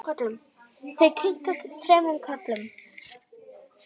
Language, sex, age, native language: Icelandic, female, 8, Icelandic